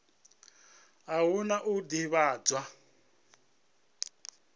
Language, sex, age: Venda, male, 37